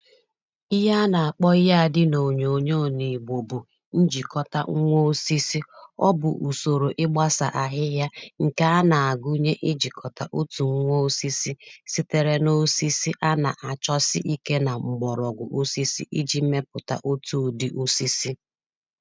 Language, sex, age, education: Igbo, female, 30-45, tertiary